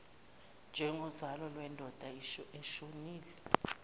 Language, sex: Zulu, female